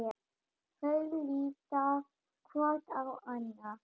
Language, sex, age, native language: Icelandic, female, 10, German